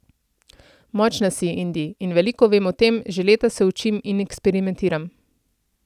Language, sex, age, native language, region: Slovenian, female, 30-49, Slovenian, Central Slovenia